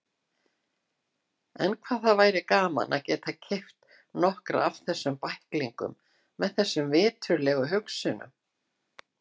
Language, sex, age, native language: Icelandic, female, 60-69, Icelandic